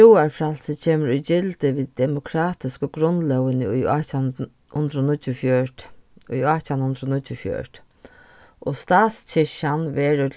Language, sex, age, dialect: Faroese, female, 36-60, Norðurstreymoy/Eysturoy